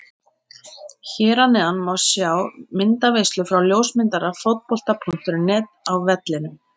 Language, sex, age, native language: Icelandic, female, 30-39, Icelandic